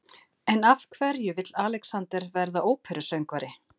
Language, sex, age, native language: Icelandic, female, 50-59, Icelandic